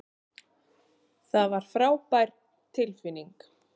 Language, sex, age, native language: Icelandic, female, 30-39, Icelandic